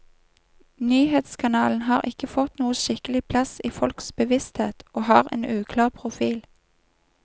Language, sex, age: Norwegian, female, 31